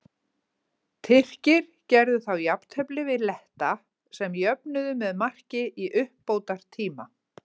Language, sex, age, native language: Icelandic, female, 50-59, Icelandic